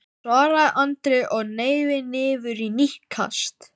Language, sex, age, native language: Icelandic, male, 12, Icelandic